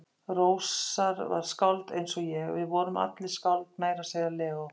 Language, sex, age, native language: Icelandic, female, 50-59, Icelandic